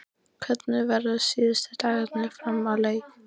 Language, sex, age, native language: Icelandic, female, 13, Icelandic